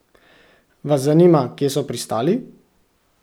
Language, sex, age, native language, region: Slovenian, male, 18-29, Slovenian, Central Slovenia